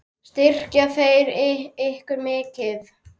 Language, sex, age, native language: Icelandic, male, 10, Icelandic